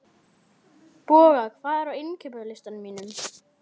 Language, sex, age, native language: Icelandic, male, 11, Icelandic